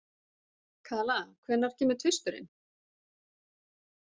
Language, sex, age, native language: Icelandic, female, 40-49, Icelandic